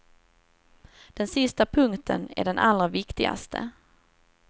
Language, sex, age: Swedish, female, 27